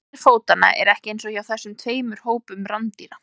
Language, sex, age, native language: Icelandic, female, 20-29, Icelandic